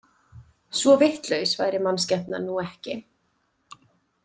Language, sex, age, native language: Icelandic, female, 20-29, Icelandic